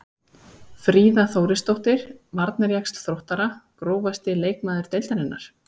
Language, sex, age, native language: Icelandic, female, 30-39, Icelandic